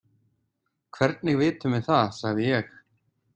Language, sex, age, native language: Icelandic, male, 20-29, Icelandic